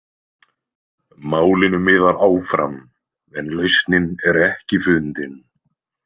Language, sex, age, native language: Icelandic, male, 20-29, Icelandic